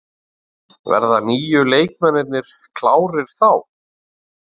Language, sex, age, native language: Icelandic, male, 40-49, Icelandic